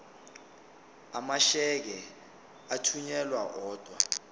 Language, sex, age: Zulu, male, 25